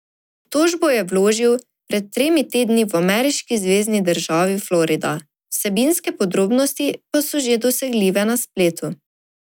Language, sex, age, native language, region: Slovenian, female, 18-29, Slovenian, Drava region